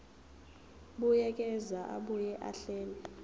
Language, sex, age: Zulu, female, 23